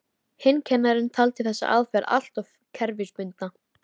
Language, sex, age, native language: Icelandic, female, 13, Icelandic